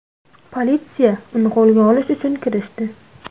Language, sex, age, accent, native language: Uzbek, female, 18-24, Namangan, Uzbek